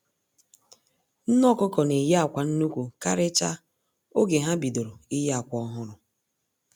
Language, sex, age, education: Igbo, female, 30-45, tertiary